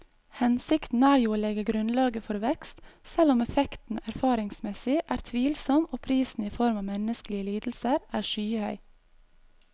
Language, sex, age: Norwegian, female, 22